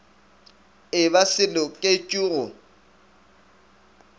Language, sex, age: Northern Sotho, male, 24